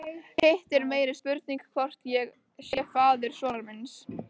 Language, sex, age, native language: Icelandic, female, 13, Icelandic